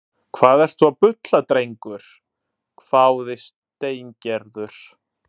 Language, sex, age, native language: Icelandic, male, 30-39, Italian